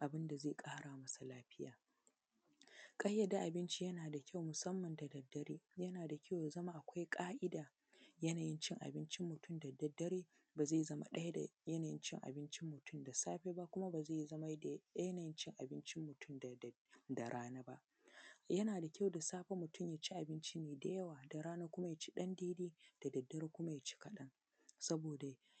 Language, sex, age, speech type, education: Hausa, female, 15-29, spontaneous, secondary